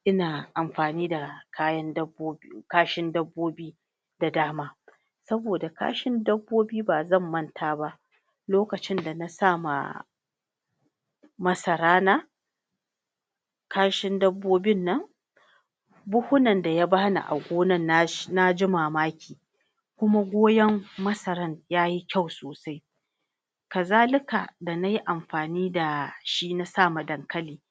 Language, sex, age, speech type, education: Hausa, female, 46-60, spontaneous, tertiary